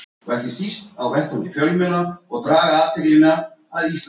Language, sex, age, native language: Icelandic, male, 70-79, Icelandic